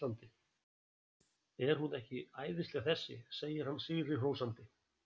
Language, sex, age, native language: Icelandic, male, 60-69, Icelandic